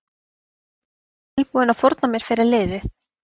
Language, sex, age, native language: Icelandic, female, 30-39, Icelandic